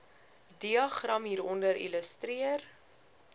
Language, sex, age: Afrikaans, female, 21